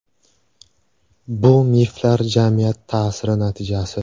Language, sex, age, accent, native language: Uzbek, male, 25-34, Surxondaryo, Uzbek